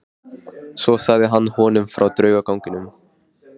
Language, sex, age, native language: Icelandic, male, 15, Icelandic